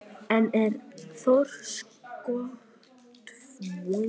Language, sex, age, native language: Icelandic, male, 12, Icelandic